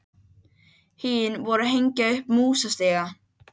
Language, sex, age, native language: Icelandic, other, 12, Icelandic